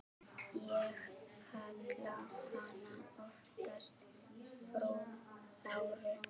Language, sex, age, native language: Icelandic, female, 12, Icelandic